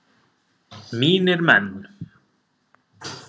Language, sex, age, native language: Icelandic, male, 30-39, Icelandic